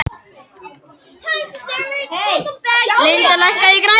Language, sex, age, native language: Icelandic, male, 21, Icelandic